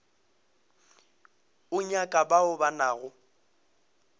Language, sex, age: Northern Sotho, male, 22